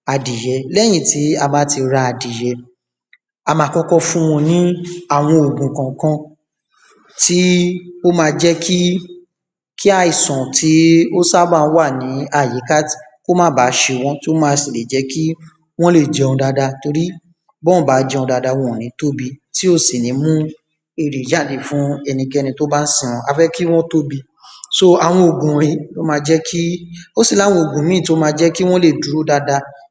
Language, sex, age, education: Yoruba, male, 15-29, tertiary